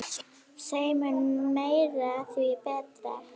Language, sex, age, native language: Icelandic, female, 9, Icelandic